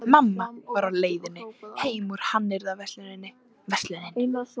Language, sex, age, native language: Icelandic, female, 13, Icelandic